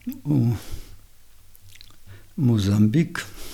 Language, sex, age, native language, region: Slovenian, male, 60+, Slovenian, Gorenjska region